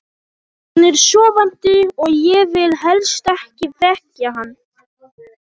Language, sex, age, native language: Icelandic, other, 18-19, Polish